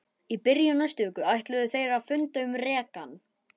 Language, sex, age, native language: Icelandic, male, 11, Icelandic